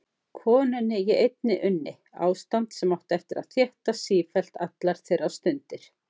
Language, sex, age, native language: Icelandic, female, 50-59, Icelandic